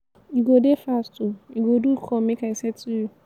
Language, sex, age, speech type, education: Nigerian Pidgin, female, 15-29, spontaneous, tertiary